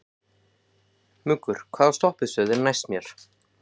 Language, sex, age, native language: Icelandic, male, 15, Icelandic